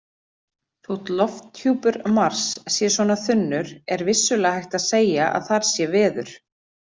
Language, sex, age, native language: Icelandic, female, 40-49, Icelandic